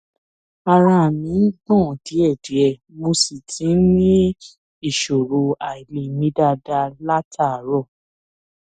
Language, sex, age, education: Yoruba, female, 15-29, tertiary